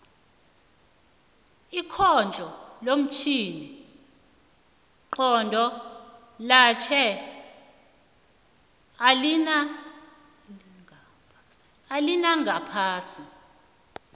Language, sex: South Ndebele, female